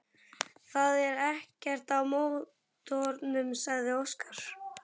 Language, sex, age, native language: Icelandic, male, 11, Icelandic